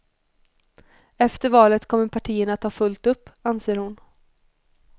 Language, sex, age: Swedish, female, 21